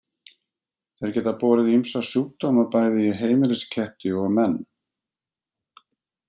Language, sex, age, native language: Icelandic, male, 50-59, Icelandic